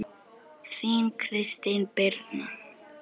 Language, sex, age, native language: Icelandic, female, 10, Icelandic